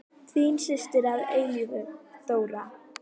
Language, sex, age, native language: Icelandic, female, 10, Icelandic